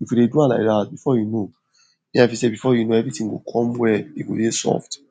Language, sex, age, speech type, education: Nigerian Pidgin, male, 46-60, spontaneous, tertiary